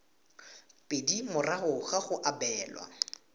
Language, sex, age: Tswana, male, 18